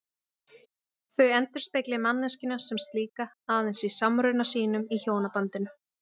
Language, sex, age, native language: Icelandic, female, 20-29, Icelandic